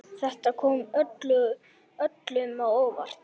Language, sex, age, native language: Icelandic, male, 8, Icelandic